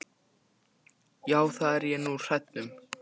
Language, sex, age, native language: Icelandic, male, 14, Icelandic